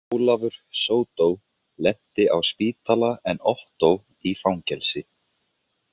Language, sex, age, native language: Icelandic, male, 20-29, Icelandic